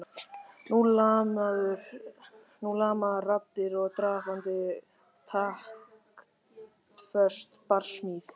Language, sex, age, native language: Icelandic, male, 13, Icelandic